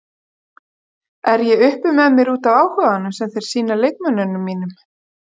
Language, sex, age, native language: Icelandic, female, 40-49, Icelandic